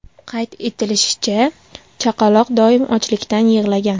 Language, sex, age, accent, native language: Uzbek, female, 18-24, Namangan, Uzbek